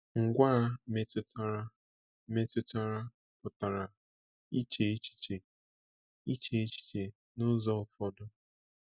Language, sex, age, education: Igbo, male, 15-29, tertiary